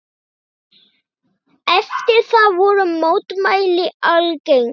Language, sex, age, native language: Icelandic, male, 9, Icelandic